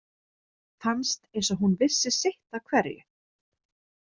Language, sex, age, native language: Icelandic, female, 30-39, Icelandic